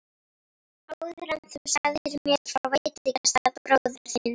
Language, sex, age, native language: Icelandic, female, 11, Icelandic